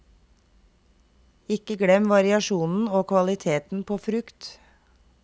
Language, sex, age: Norwegian, female, 32